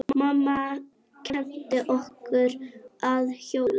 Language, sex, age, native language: Icelandic, female, 9, Icelandic